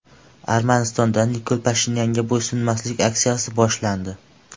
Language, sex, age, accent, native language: Uzbek, male, 12-17, Andijon, Uzbek